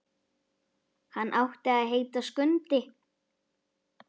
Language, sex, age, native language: Icelandic, female, 10, Icelandic